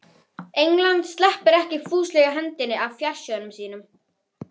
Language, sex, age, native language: Icelandic, female, 11, Icelandic